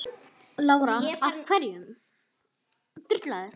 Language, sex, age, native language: Icelandic, female, 9, Icelandic